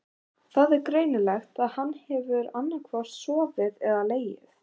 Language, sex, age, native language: Icelandic, other, 18-19, Icelandic